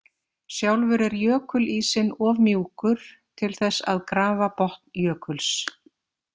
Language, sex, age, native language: Icelandic, female, 50-59, Icelandic